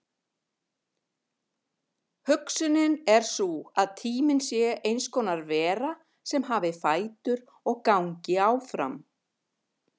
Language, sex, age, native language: Icelandic, female, 50-59, Icelandic